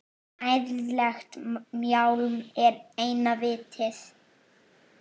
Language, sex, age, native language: Icelandic, male, 8, Icelandic